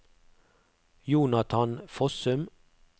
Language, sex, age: Norwegian, male, 48